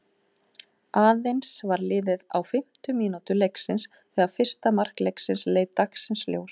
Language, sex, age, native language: Icelandic, female, 18-19, Icelandic